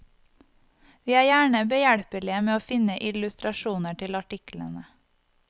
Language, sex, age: Norwegian, female, 25